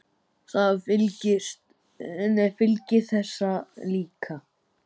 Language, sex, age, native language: Icelandic, male, 10, Icelandic